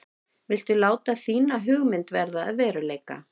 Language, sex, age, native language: Icelandic, female, 50-59, Icelandic